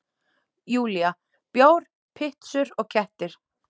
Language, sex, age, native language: Icelandic, female, 9, Icelandic